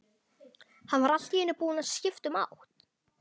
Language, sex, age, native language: Icelandic, male, 11, Icelandic